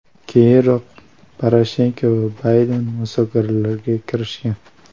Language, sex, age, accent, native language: Uzbek, male, 18-24, Toshkent viloyati, Uzbek